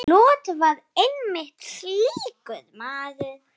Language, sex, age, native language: Icelandic, female, 7, Icelandic